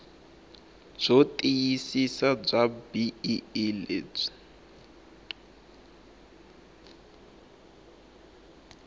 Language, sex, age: Tsonga, male, 19